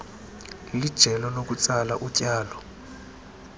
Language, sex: Xhosa, female